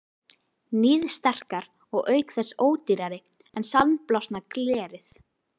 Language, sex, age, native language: Icelandic, female, 12, Icelandic